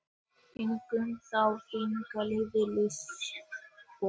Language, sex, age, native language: Icelandic, female, 18-19, Icelandic